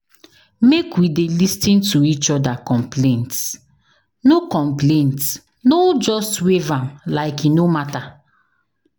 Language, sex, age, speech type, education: Nigerian Pidgin, female, 15-29, spontaneous, tertiary